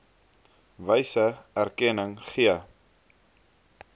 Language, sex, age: Afrikaans, male, 22